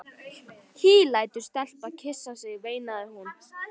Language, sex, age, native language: Icelandic, female, 13, Icelandic